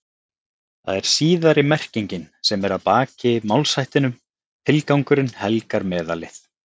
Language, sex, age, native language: Icelandic, male, 30-39, Icelandic